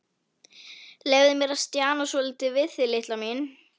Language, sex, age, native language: Icelandic, female, 11, Icelandic